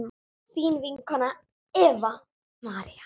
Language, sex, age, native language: Icelandic, female, 9, Icelandic